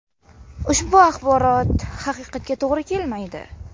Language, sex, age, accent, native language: Uzbek, female, under 19, Namangan, Uzbek